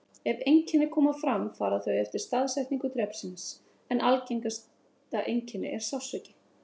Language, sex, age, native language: Icelandic, female, 30-39, Icelandic